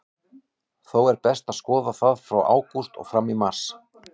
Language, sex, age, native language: Icelandic, male, 18-19, Icelandic